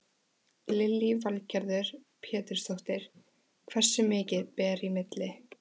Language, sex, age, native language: Icelandic, female, 14, Icelandic